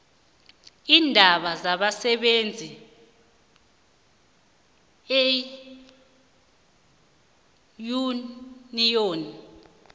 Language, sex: South Ndebele, female